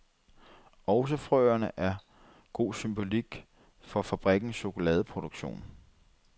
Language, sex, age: Danish, male, 30